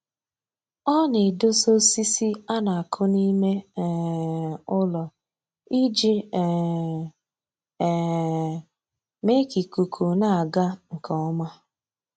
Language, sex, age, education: Igbo, female, 15-29, tertiary